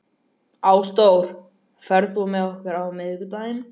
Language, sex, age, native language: Icelandic, male, 12, Icelandic